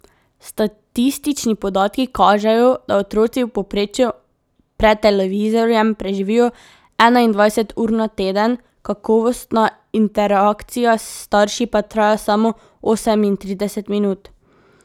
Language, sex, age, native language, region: Slovenian, female, 18-29, Slovenian, Drava region